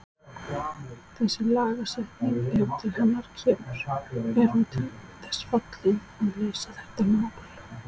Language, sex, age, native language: Icelandic, female, 30-39, Icelandic